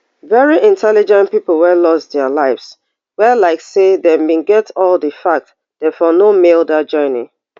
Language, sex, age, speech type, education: Nigerian Pidgin, female, 30-45, spontaneous, tertiary